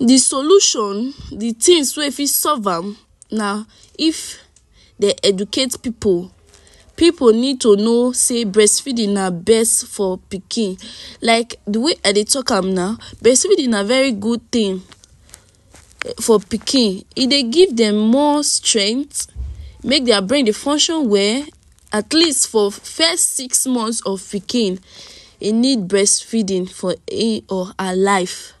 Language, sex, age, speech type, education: Nigerian Pidgin, female, 46-60, spontaneous, tertiary